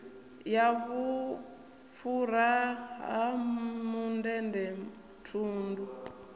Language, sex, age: Venda, female, 28